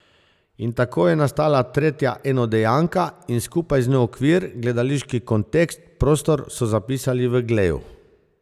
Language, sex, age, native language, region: Slovenian, male, 50-59, Slovenian, Zasavska region